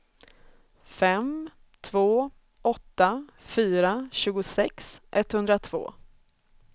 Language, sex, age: Swedish, female, 24